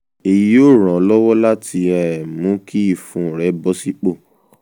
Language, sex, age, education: Yoruba, male, 15-29, tertiary